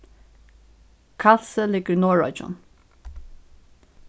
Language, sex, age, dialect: Faroese, female, 15-35, Norðuroyggjar